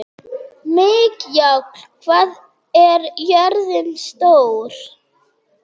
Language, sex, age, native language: Icelandic, female, 30-39, German